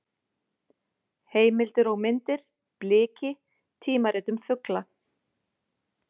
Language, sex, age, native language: Icelandic, female, 40-49, Icelandic